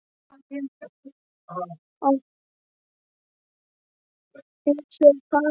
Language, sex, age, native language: Icelandic, male, 12, Icelandic